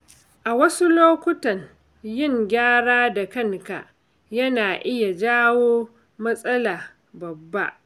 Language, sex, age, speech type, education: Hausa, female, 46-60, read, secondary